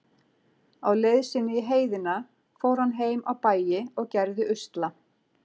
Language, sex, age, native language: Icelandic, female, 40-49, Icelandic